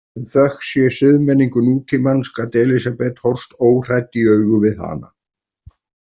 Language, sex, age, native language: Icelandic, male, 40-49, Icelandic